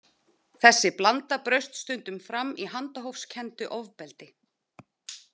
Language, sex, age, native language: Icelandic, female, 30-39, Icelandic